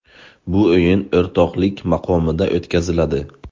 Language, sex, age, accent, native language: Uzbek, male, 18-24, Buxoro, Uzbek